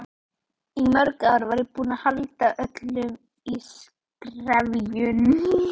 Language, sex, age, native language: Icelandic, female, 20-29, Icelandic